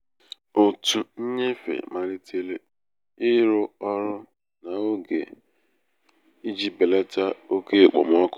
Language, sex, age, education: Igbo, male, 15-29, tertiary